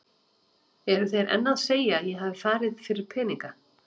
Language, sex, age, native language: Icelandic, female, 30-39, Icelandic